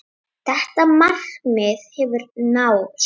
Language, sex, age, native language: Icelandic, female, 9, Icelandic